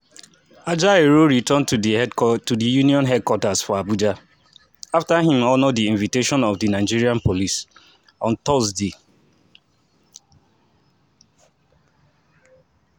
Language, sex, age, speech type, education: Nigerian Pidgin, male, 30-45, spontaneous, tertiary